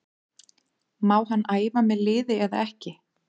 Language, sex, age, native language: Icelandic, female, 30-39, Icelandic